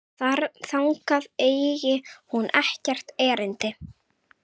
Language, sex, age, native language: Icelandic, female, 8, Icelandic